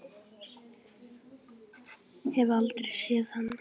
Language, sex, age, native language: Icelandic, female, 10, Icelandic